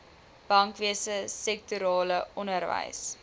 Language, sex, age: Afrikaans, female, 20